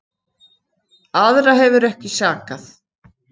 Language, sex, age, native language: Icelandic, female, 50-59, Icelandic